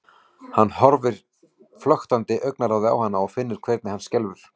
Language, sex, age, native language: Icelandic, male, 40-49, Icelandic